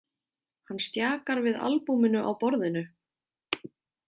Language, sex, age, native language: Icelandic, female, 30-39, Icelandic